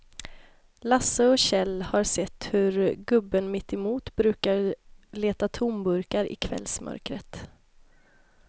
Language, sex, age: Swedish, female, 26